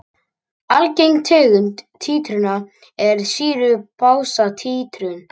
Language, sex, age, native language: Icelandic, male, 18-19, Icelandic